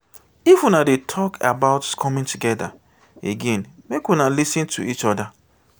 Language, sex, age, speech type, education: Nigerian Pidgin, male, 30-45, spontaneous, tertiary